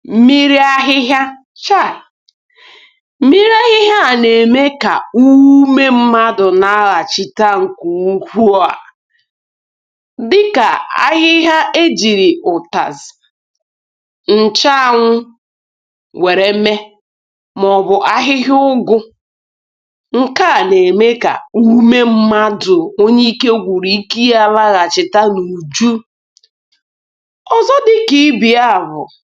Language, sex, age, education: Igbo, female, 30-45, tertiary